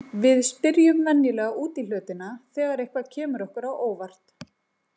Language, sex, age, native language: Icelandic, female, 40-49, Icelandic